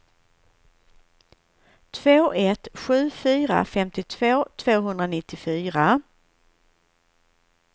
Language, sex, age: Swedish, female, 41